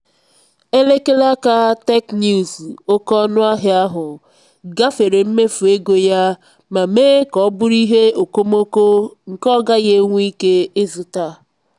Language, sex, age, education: Igbo, female, 15-29, tertiary